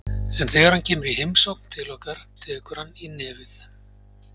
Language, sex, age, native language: Icelandic, male, 40-49, Icelandic